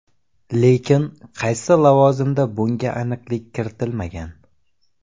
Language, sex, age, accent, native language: Uzbek, male, 18-24, Samarqand, Uzbek